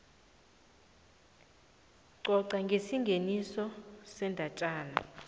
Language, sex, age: South Ndebele, female, 23